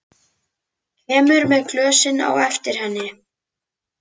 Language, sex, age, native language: Icelandic, male, 11, Icelandic